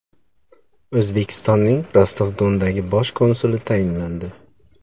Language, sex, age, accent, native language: Uzbek, male, 35+, Samarqand, Uzbek